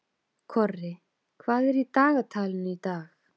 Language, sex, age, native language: Icelandic, female, 30-39, Icelandic